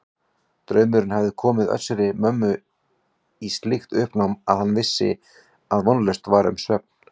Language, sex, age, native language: Icelandic, male, 40-49, Icelandic